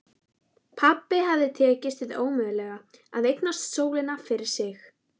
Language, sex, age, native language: Icelandic, female, 11, Icelandic